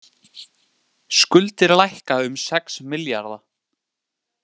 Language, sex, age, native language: Icelandic, male, 18-19, Icelandic